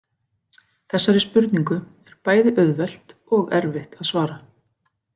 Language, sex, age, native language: Icelandic, female, 40-49, Icelandic